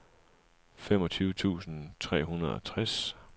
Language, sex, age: Danish, male, 37